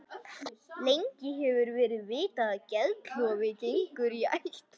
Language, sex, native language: Icelandic, male, Icelandic